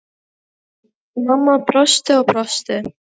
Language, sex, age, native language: Icelandic, female, 7, Icelandic